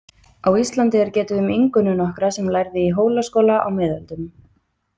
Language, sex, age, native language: Icelandic, female, 20-29, Icelandic